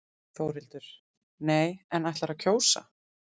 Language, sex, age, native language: Icelandic, female, 30-39, Icelandic